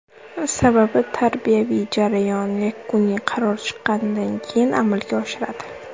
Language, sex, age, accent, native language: Uzbek, female, under 19, Surxondaryo, Uzbek